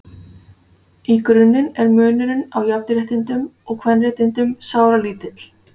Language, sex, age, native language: Icelandic, female, 40-49, Icelandic